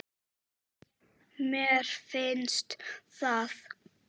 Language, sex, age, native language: Icelandic, male, 7, Czech